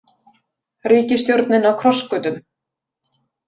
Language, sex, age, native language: Icelandic, female, 20-29, Icelandic